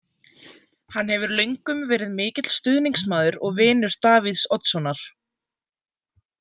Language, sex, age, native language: Icelandic, female, 20-29, Icelandic